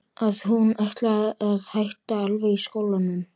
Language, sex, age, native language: Icelandic, male, 12, Icelandic